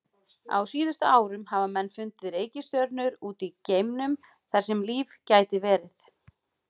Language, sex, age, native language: Icelandic, female, 40-49, Icelandic